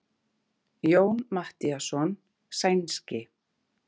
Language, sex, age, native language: Icelandic, female, 30-39, Icelandic